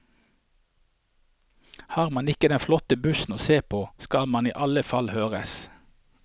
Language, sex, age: Norwegian, male, 48